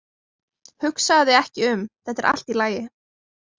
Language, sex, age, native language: Icelandic, female, 20-29, Icelandic